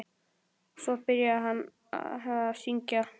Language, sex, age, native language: Icelandic, male, 10, Icelandic